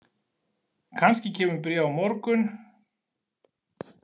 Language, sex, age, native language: Icelandic, male, 40-49, Icelandic